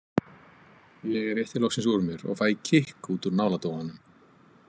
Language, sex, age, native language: Icelandic, male, 50-59, Icelandic